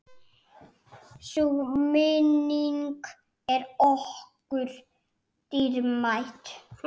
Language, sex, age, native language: Icelandic, male, 7, Icelandic